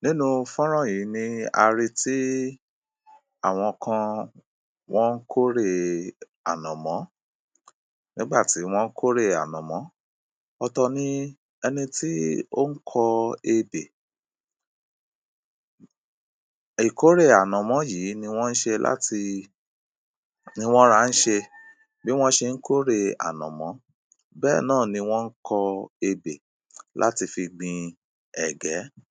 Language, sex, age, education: Yoruba, male, 30-45, primary